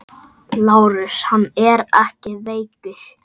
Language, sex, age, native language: Icelandic, male, 8, Icelandic